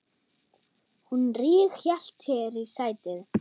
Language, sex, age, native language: Icelandic, female, 9, German